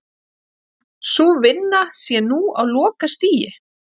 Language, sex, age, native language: Icelandic, female, 30-39, Icelandic